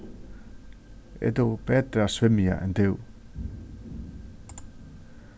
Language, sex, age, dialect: Faroese, male, 36-60, Suðurstreymoy